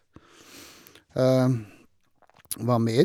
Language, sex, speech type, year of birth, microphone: Norwegian, male, spontaneous, 1952, Shure